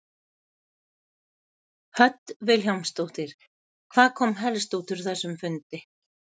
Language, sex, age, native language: Icelandic, female, 70-79, Icelandic